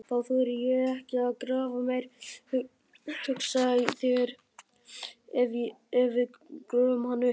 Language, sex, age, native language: Icelandic, female, 50-59, Icelandic